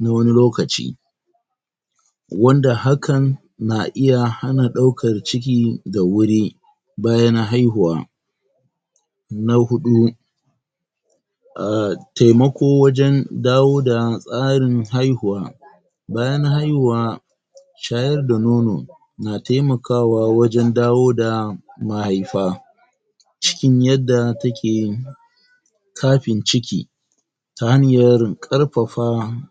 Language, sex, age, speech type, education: Hausa, male, 46-60, spontaneous, tertiary